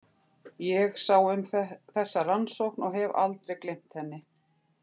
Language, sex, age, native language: Icelandic, female, 50-59, Icelandic